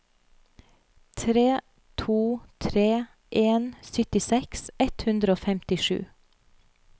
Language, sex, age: Norwegian, female, 30